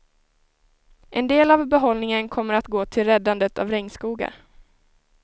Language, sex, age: Swedish, female, 19